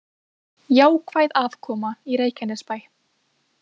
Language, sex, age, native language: Icelandic, female, 20-29, Icelandic